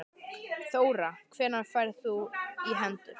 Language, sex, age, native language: Icelandic, male, 13, Icelandic